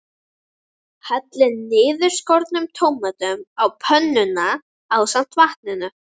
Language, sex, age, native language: Icelandic, female, 11, Icelandic